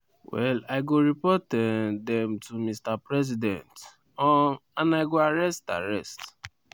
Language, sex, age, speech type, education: Nigerian Pidgin, male, 15-29, spontaneous, tertiary